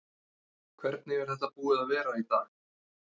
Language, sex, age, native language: Icelandic, male, 30-39, Icelandic